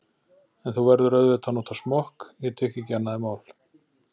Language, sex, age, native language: Icelandic, male, 40-49, Icelandic